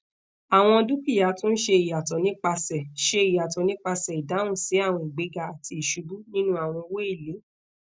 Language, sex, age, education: Yoruba, female, 15-29, tertiary